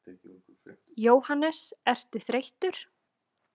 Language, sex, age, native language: Icelandic, female, 20-29, Icelandic